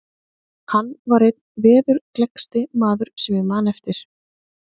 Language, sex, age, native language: Icelandic, female, 30-39, Icelandic